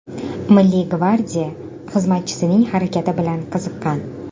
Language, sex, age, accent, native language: Uzbek, female, 19-29, Toshkent shahri, Uzbek